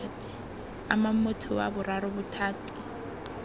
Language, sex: Tswana, female